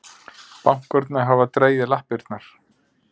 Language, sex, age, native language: Icelandic, male, 50-59, Icelandic